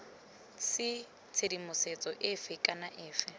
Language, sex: Tswana, female